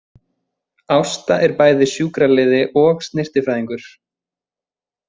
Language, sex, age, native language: Icelandic, male, 20-29, Icelandic